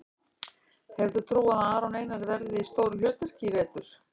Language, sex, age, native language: Icelandic, female, 60-69, Icelandic